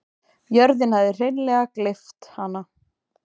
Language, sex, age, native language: Icelandic, female, 20-29, Icelandic